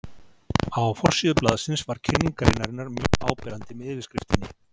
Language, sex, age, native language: Icelandic, male, 40-49, Icelandic